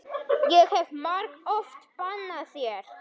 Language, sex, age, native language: Icelandic, male, 9, Icelandic